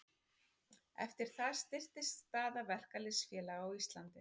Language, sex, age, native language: Icelandic, female, 40-49, Icelandic